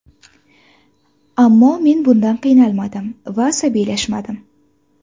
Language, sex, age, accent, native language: Uzbek, female, 18-24, Farg'ona, Uzbek